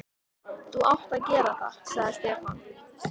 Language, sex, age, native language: Icelandic, female, 13, Icelandic